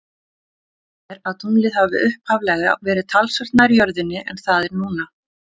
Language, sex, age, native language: Icelandic, female, 40-49, Icelandic